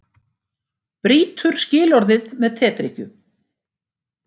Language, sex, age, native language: Icelandic, female, 60-69, Icelandic